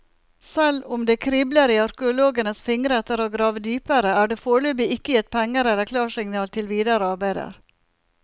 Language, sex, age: Norwegian, female, 47